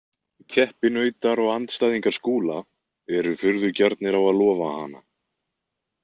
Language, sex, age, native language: Icelandic, male, 20-29, Icelandic